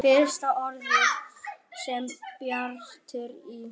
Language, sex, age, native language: Icelandic, male, 8, Icelandic